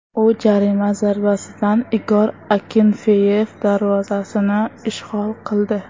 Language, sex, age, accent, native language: Uzbek, female, under 19, Toshkent shahri, Uzbek